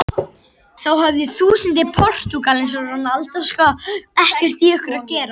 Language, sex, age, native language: Icelandic, male, 60-69, Icelandic